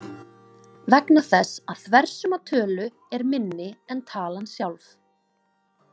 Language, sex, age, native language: Icelandic, female, 20-29, Icelandic